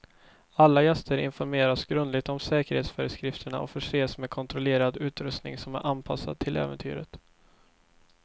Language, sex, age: Swedish, male, 24